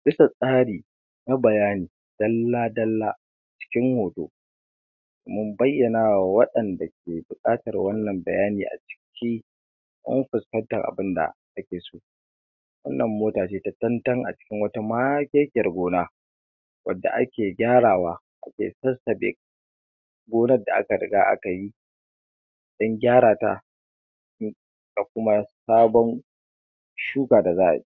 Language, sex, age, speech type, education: Hausa, male, 15-29, spontaneous, tertiary